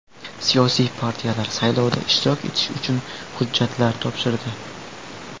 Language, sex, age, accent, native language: Uzbek, male, 18-24, Toshkent viloyati, Uzbek